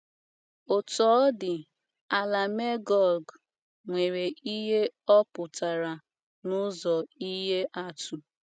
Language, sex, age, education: Igbo, female, 15-29, tertiary